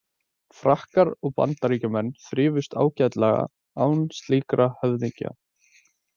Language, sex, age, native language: Icelandic, male, 20-29, Icelandic